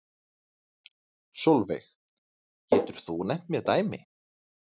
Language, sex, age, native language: Icelandic, male, 30-39, Icelandic